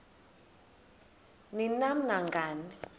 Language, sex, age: Xhosa, female, 20